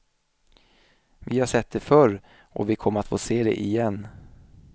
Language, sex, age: Swedish, male, 27